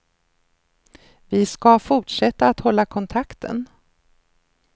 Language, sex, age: Swedish, female, 53